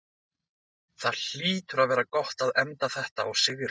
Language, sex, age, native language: Icelandic, male, 20-29, Icelandic